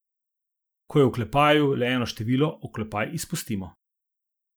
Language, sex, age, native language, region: Slovenian, male, 50-59, Slovenian, Zasavska region